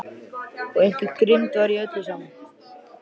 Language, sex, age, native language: Icelandic, male, 13, Icelandic